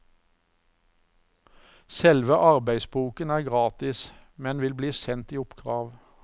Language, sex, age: Norwegian, male, 54